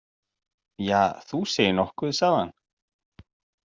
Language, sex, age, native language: Icelandic, male, 40-49, Icelandic